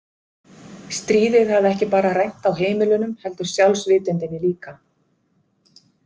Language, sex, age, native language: Icelandic, female, 50-59, Icelandic